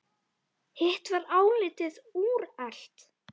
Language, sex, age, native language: Icelandic, female, 10, Icelandic